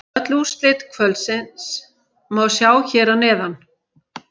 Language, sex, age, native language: Icelandic, male, 18-19, Icelandic